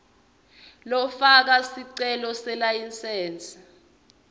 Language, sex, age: Swati, female, 22